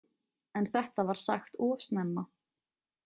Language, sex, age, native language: Icelandic, female, 20-29, Icelandic